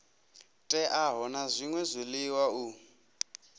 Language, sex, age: Venda, male, 27